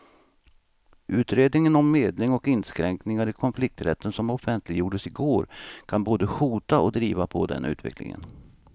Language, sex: Swedish, male